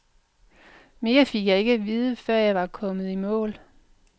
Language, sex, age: Danish, female, 45